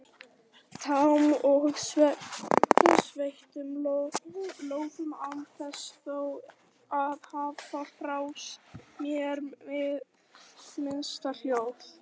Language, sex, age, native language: Icelandic, other, 18-19, Icelandic